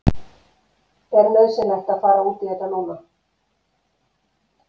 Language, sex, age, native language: Icelandic, female, 50-59, Icelandic